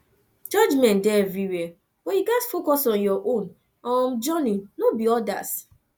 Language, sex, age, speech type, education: Nigerian Pidgin, female, 15-29, spontaneous, tertiary